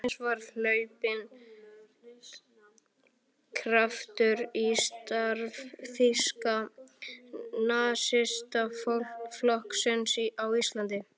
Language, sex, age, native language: Icelandic, male, 11, Icelandic